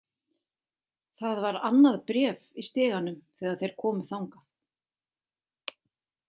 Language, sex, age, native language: Icelandic, female, 60-69, Icelandic